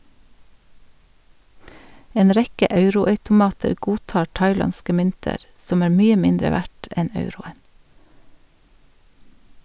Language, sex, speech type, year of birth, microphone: Norwegian, female, read, 1952, Sennheiser